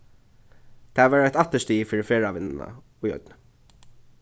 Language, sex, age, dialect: Faroese, male, 15-35, Norðurstreymoy/Eysturoy